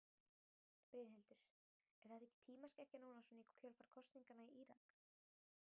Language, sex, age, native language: Icelandic, female, 18-19, Icelandic